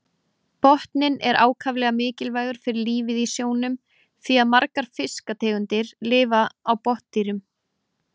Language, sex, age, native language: Icelandic, female, 18-19, Icelandic